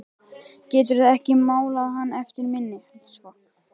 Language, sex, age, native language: Icelandic, male, 11, Icelandic